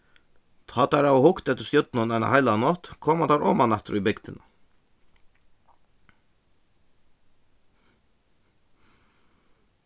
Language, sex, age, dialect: Faroese, male, 15-35, Suðuroy